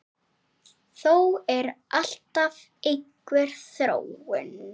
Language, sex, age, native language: Icelandic, female, 8, Icelandic